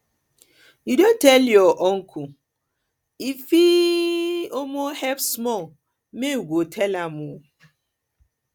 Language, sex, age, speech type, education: Nigerian Pidgin, female, 30-45, spontaneous, tertiary